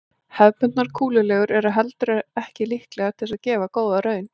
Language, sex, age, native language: Icelandic, female, 40-49, Icelandic